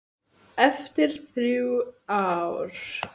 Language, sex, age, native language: Icelandic, female, 10, Icelandic